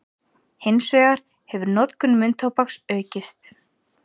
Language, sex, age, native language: Icelandic, female, 30-39, Icelandic